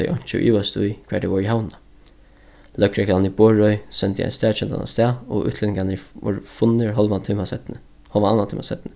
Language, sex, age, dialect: Faroese, male, 15-35, Suðurstreymoy